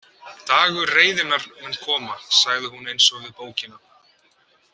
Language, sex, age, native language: Icelandic, male, 18-19, Icelandic